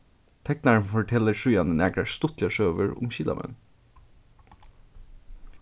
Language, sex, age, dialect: Faroese, male, 15-35, Suðurstreymoy